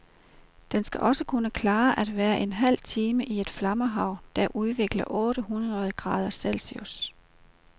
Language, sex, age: Danish, female, 38